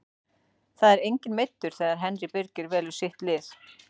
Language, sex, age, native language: Icelandic, female, 40-49, Icelandic